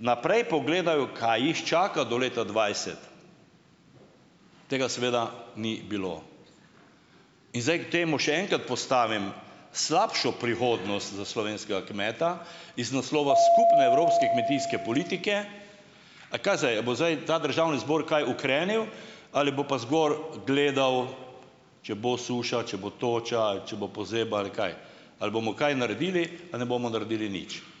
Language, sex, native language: Slovenian, male, Slovenian